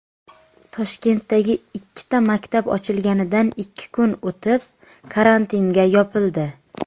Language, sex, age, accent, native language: Uzbek, female, 18-24, Jizzax, Uzbek